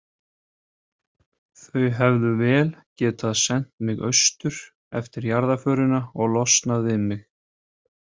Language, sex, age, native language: Icelandic, male, 30-39, Icelandic